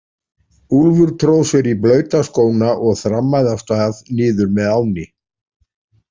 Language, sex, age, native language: Icelandic, male, 40-49, Icelandic